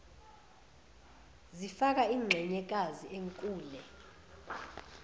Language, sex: Zulu, female